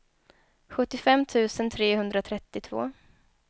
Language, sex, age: Swedish, female, 23